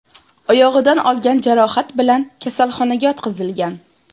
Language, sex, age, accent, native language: Uzbek, female, 18-24, Toshkent viloyati, Uzbek